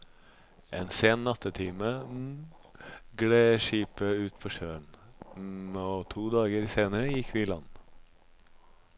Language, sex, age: Norwegian, male, 26